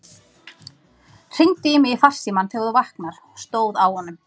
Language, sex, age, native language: Icelandic, female, 30-39, Icelandic